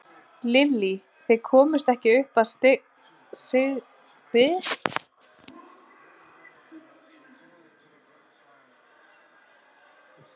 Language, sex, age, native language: Icelandic, female, 20-29, Icelandic